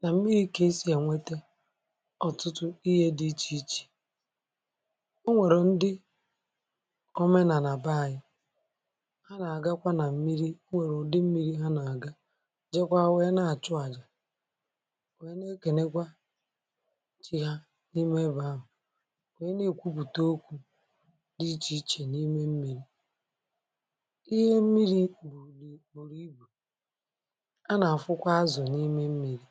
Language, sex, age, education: Igbo, female, 46-60, tertiary